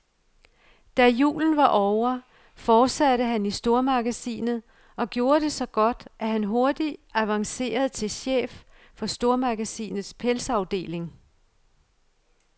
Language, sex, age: Danish, female, 55